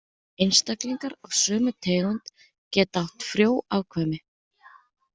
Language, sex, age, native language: Icelandic, female, 30-39, Icelandic